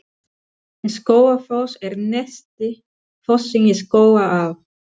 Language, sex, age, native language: Icelandic, female, 40-49, Spanish